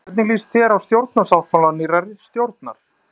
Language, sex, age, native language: Icelandic, male, 30-39, Icelandic